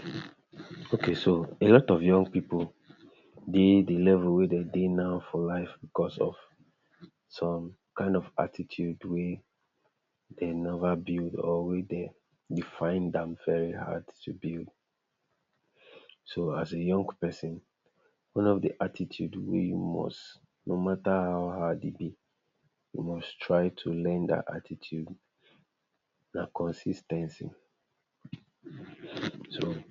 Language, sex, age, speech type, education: Nigerian Pidgin, male, 60+, spontaneous, tertiary